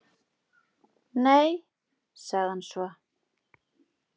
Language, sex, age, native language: Icelandic, female, 40-49, Icelandic